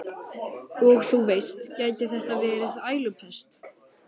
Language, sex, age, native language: Icelandic, male, 14, Icelandic